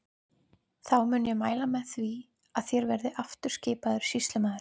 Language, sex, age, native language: Icelandic, female, 20-29, Icelandic